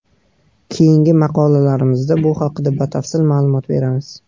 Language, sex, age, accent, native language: Uzbek, male, 18-24, Qashqadaryo, Uzbek